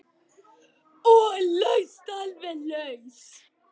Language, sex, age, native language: Icelandic, male, 9, Icelandic